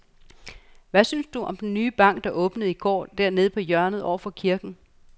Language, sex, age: Danish, female, 49